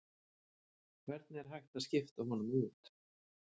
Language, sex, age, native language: Icelandic, male, 40-49, Icelandic